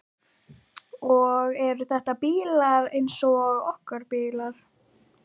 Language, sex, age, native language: Icelandic, female, 12, Icelandic